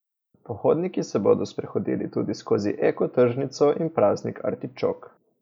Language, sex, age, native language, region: Slovenian, male, 18-29, Slovenian, Coastal Karst region